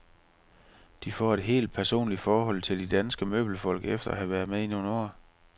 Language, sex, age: Danish, male, 45